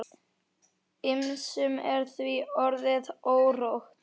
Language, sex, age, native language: Icelandic, male, 9, Icelandic